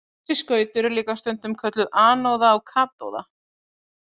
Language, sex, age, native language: Icelandic, female, 30-39, Icelandic